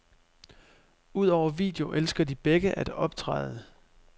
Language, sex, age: Danish, male, 25